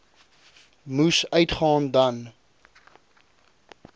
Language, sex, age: Afrikaans, male, 20